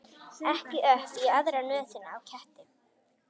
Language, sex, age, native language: Icelandic, female, 11, Icelandic